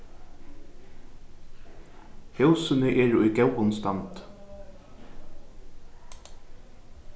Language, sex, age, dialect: Faroese, male, 15-35, Norðuroyggjar